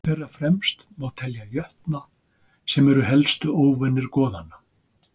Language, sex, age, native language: Icelandic, male, 60-69, Icelandic